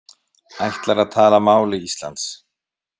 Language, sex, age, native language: Icelandic, male, 50-59, Icelandic